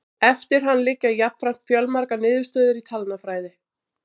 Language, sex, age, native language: Icelandic, female, 40-49, Icelandic